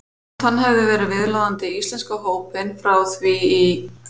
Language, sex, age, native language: Icelandic, female, 50-59, Icelandic